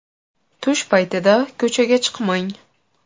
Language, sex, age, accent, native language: Uzbek, female, 12-17, Namangan, Uzbek